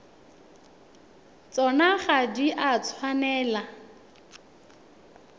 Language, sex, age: Tswana, female, 21